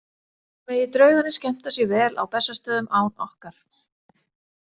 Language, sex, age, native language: Icelandic, female, 40-49, Icelandic